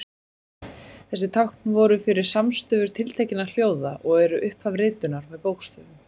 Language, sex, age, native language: Icelandic, female, 20-29, Icelandic